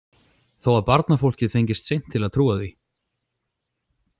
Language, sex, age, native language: Icelandic, male, 40-49, Icelandic